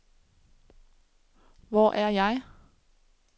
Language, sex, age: Danish, female, 27